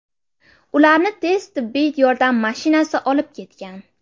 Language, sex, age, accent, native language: Uzbek, female, 18-24, Navoiy, Uzbek